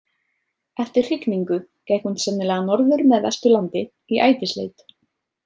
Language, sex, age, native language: Icelandic, female, 30-39, Icelandic